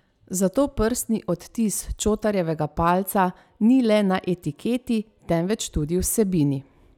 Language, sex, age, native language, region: Slovenian, female, 30-49, Slovenian, Savinja region